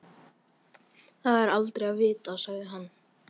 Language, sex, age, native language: Icelandic, male, 13, Icelandic